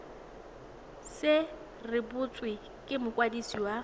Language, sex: Tswana, female